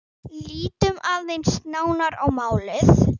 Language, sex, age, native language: Icelandic, female, 9, Icelandic